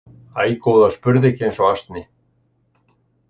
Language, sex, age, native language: Icelandic, male, 60-69, Icelandic